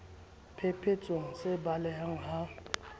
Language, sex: Southern Sotho, male